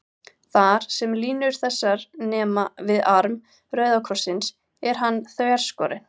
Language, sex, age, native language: Icelandic, female, 18-19, Icelandic